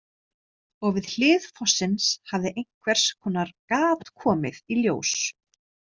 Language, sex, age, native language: Icelandic, female, 30-39, Icelandic